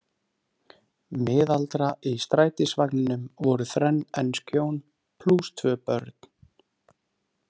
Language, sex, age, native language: Icelandic, male, 30-39, Icelandic